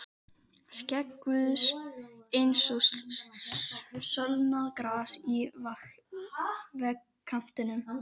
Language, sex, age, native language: Icelandic, other, 12, Icelandic